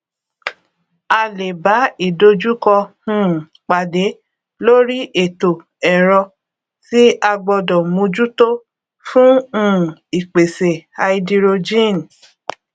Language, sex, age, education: Yoruba, female, 30-45, tertiary